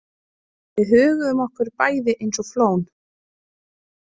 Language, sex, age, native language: Icelandic, female, 30-39, Icelandic